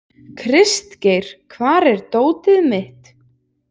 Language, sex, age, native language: Icelandic, female, 20-29, Icelandic